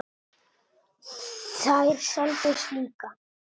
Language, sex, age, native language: Icelandic, male, 8, Italian